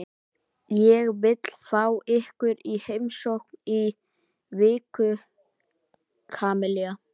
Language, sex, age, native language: Icelandic, male, 12, Icelandic